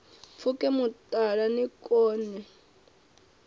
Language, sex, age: Venda, female, 21